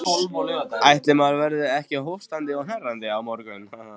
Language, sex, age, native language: Icelandic, male, 14, Icelandic